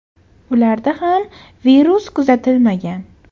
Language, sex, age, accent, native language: Uzbek, female, 18-24, Toshkent viloyati, Uzbek